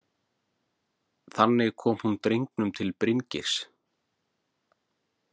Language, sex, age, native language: Icelandic, male, 40-49, Icelandic